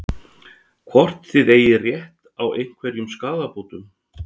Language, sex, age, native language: Icelandic, male, 60-69, Icelandic